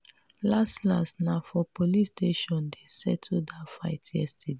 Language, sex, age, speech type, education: Nigerian Pidgin, female, 30-45, spontaneous, tertiary